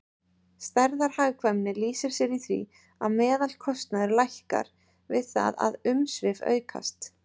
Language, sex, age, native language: Icelandic, female, 30-39, Icelandic